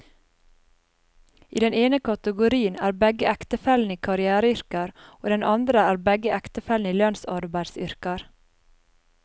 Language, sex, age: Norwegian, female, 30